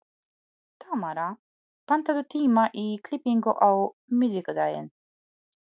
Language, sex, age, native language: Icelandic, female, 40-49, Polish